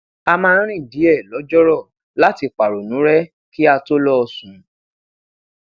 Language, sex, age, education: Yoruba, male, 15-29, tertiary